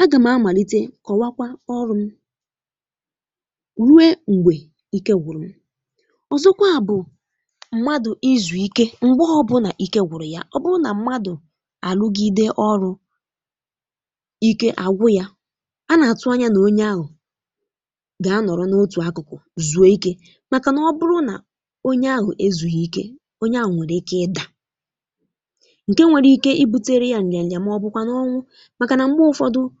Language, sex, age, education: Igbo, female, 15-29, tertiary